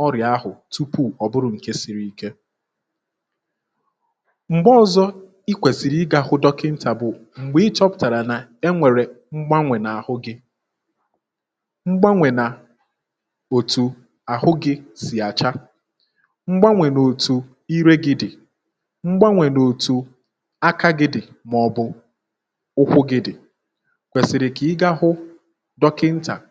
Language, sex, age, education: Igbo, male, 15-29, tertiary